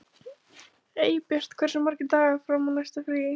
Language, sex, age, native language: Icelandic, female, 20-29, Icelandic